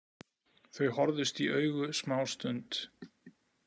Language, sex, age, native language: Icelandic, male, 40-49, Icelandic